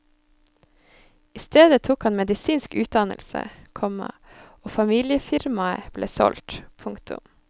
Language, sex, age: Norwegian, female, 25